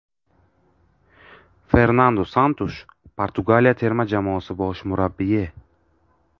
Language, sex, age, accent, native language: Uzbek, male, 18-24, Navoiy, Uzbek